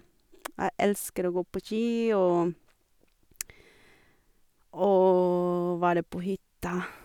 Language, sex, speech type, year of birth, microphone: Norwegian, female, spontaneous, 1984, Sennheiser